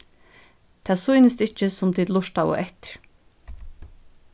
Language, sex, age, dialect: Faroese, female, 15-35, Norðuroyggjar